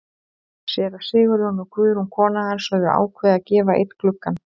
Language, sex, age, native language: Icelandic, female, 30-39, Icelandic